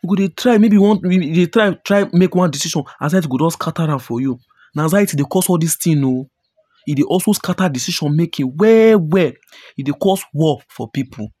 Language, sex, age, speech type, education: Nigerian Pidgin, male, 15-29, spontaneous, tertiary